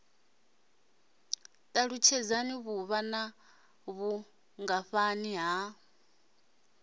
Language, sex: Venda, male